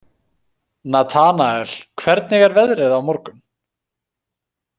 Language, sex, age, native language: Icelandic, male, 20-29, Icelandic